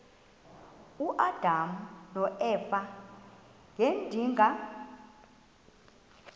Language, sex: Xhosa, female